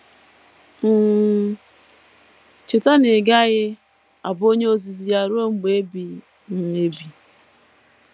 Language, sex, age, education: Igbo, female, 15-29, tertiary